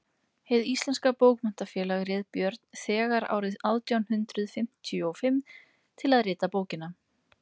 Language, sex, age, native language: Icelandic, female, 20-29, Icelandic